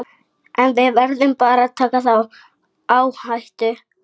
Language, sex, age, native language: Icelandic, female, 15, Icelandic